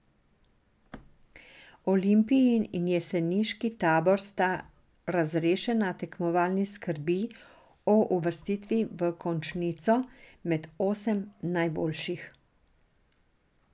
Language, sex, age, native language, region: Slovenian, female, 60+, Serbian, Drava region